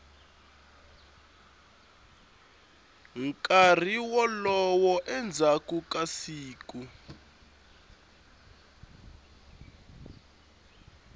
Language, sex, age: Tsonga, male, 21